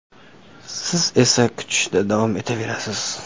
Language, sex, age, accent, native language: Uzbek, male, 18-24, Namangan, Uzbek